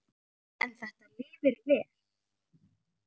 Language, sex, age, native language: Icelandic, female, 9, Icelandic